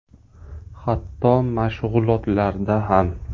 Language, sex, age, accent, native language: Uzbek, male, 25-34, Farg'ona, Uzbek